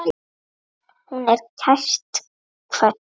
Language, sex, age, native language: Icelandic, female, 9, Icelandic